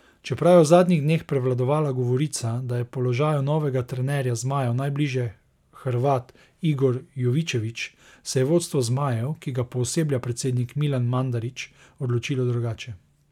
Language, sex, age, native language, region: Slovenian, male, 30-49, Slovenian, Savinja region